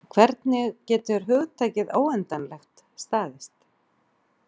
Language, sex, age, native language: Icelandic, female, 40-49, Icelandic